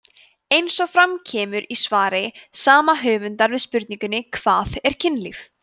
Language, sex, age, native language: Icelandic, female, 20-29, Icelandic